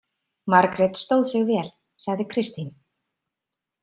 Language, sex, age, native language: Icelandic, female, 30-39, Icelandic